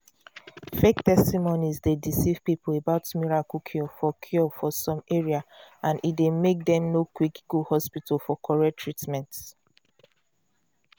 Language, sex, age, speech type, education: Nigerian Pidgin, female, 30-45, spontaneous, tertiary